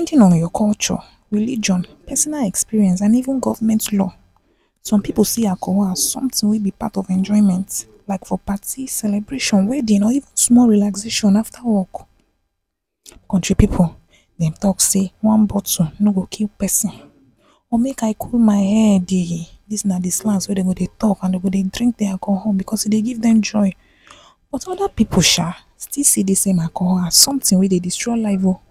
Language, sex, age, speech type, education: Nigerian Pidgin, female, 15-29, spontaneous, tertiary